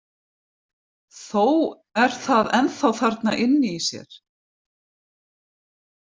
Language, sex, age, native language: Icelandic, female, 50-59, Icelandic